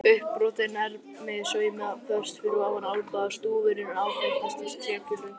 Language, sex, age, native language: Icelandic, male, 11, Icelandic